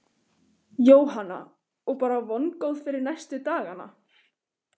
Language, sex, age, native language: Icelandic, female, 15, Icelandic